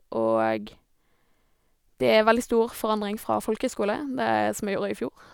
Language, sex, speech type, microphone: Norwegian, female, spontaneous, Sennheiser